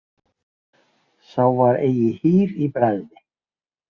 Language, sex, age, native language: Icelandic, male, 50-59, Icelandic